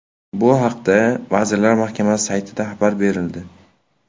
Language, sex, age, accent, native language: Uzbek, male, 18-24, Samarqand, Uzbek